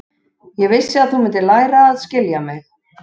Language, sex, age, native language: Icelandic, male, 11, Icelandic